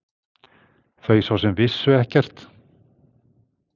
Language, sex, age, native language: Icelandic, male, 60-69, Icelandic